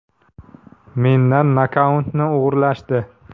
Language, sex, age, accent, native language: Uzbek, male, 25-34, Samarqand, Uzbek